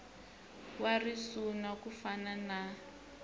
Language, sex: Tsonga, male